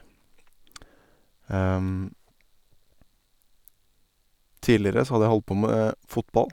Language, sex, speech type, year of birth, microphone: Norwegian, male, spontaneous, 1990, Sennheiser